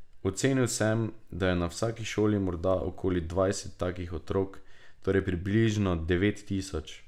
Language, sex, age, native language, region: Slovenian, male, 18-29, Slovenian, Drava region